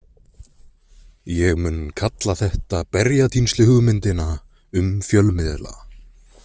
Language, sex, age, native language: Icelandic, male, 20-29, Icelandic